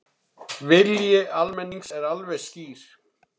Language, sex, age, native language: Icelandic, male, 30-39, Icelandic